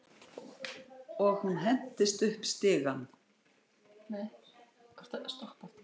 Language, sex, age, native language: Icelandic, female, 60-69, Icelandic